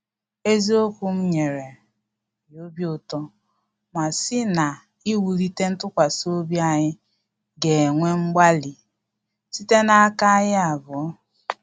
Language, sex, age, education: Igbo, female, 15-29, tertiary